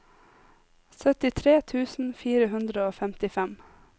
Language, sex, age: Norwegian, female, 26